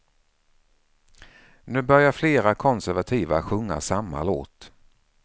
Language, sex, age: Swedish, male, 49